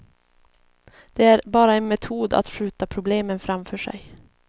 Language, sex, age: Swedish, female, 22